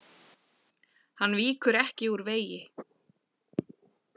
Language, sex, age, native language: Icelandic, female, 40-49, Icelandic